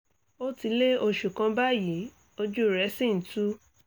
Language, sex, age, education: Yoruba, female, 30-45, tertiary